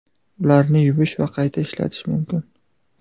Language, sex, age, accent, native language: Uzbek, male, 12-17, Farg'ona, Uzbek